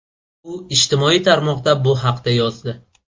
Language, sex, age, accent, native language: Uzbek, male, 18-24, Buxoro, Uzbek